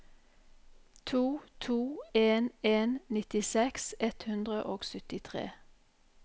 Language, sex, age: Norwegian, female, 44